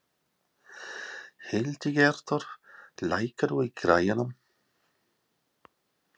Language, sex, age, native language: Icelandic, male, 40-49, English